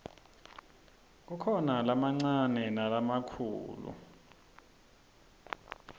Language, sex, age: Swati, male, 26